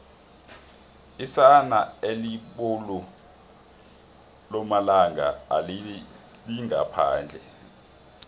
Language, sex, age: South Ndebele, male, 26